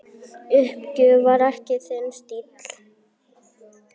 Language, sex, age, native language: Icelandic, female, 9, Icelandic